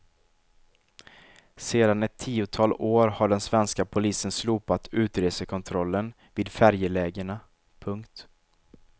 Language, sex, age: Swedish, male, 23